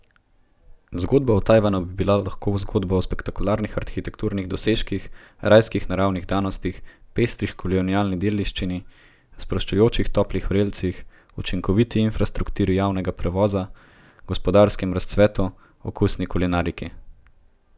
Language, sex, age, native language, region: Slovenian, male, 18-29, Slovenian, Gorenjska region